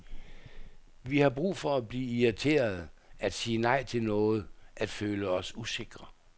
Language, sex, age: Danish, male, 67